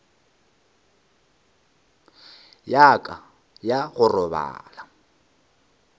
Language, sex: Northern Sotho, male